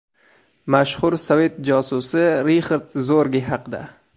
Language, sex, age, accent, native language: Uzbek, male, 18-24, Surxondaryo, Uzbek